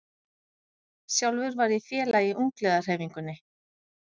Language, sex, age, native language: Icelandic, female, 50-59, Icelandic